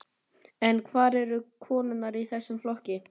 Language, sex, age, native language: Icelandic, male, 12, Icelandic